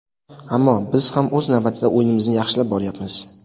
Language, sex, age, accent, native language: Uzbek, male, 18-24, Sirdaryo, Uzbek